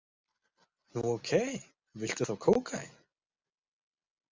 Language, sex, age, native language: Icelandic, male, 20-29, Icelandic